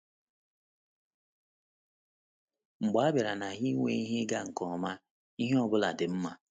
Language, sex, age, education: Igbo, male, 30-45, tertiary